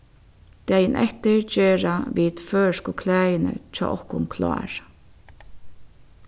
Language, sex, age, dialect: Faroese, female, 36-60, Suðurstreymoy